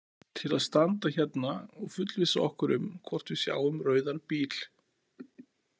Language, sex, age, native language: Icelandic, male, 40-49, Icelandic